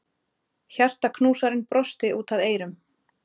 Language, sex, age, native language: Icelandic, female, 30-39, Icelandic